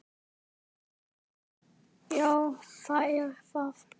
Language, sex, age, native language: Icelandic, male, 10, Icelandic